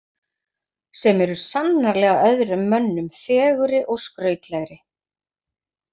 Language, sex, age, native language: Icelandic, female, 50-59, Icelandic